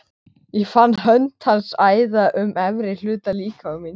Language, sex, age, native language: Icelandic, male, 13, Icelandic